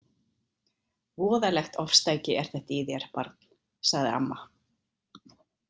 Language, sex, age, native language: Icelandic, female, 50-59, Icelandic